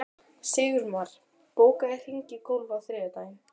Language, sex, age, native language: Icelandic, female, 12, Icelandic